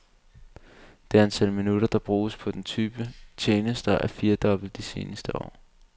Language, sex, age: Danish, male, 22